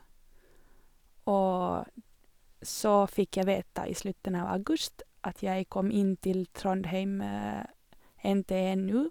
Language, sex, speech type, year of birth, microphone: Norwegian, female, spontaneous, 1987, Sennheiser